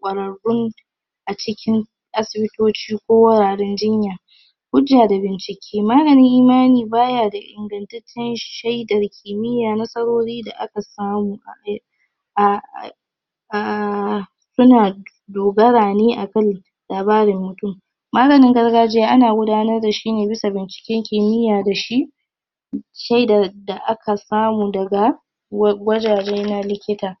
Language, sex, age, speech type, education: Hausa, female, 15-29, spontaneous, tertiary